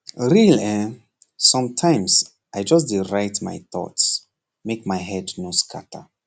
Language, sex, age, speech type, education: Nigerian Pidgin, male, 15-29, spontaneous, secondary